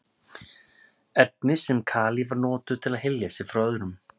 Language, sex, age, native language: Icelandic, male, 30-39, Icelandic